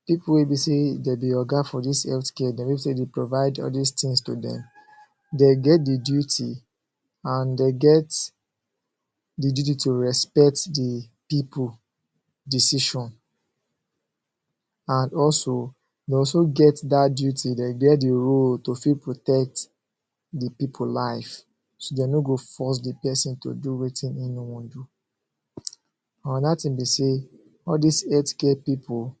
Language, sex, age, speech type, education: Nigerian Pidgin, male, 15-29, spontaneous, secondary